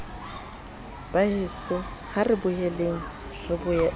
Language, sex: Southern Sotho, female